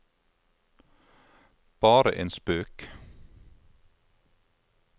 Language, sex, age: Norwegian, male, 52